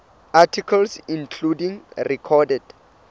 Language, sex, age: Southern Sotho, male, 24